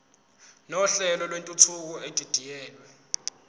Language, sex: Zulu, male